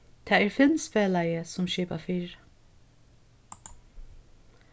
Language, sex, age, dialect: Faroese, female, 36-60, Suðurstreymoy